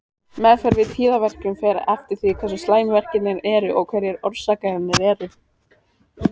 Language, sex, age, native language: Icelandic, female, 18-19, Icelandic